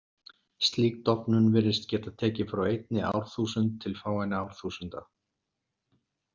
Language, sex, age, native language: Icelandic, male, 60-69, Icelandic